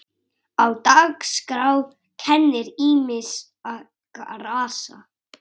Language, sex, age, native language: Icelandic, male, 7, Icelandic